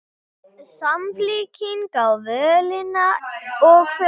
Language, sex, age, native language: Icelandic, female, 18-19, Icelandic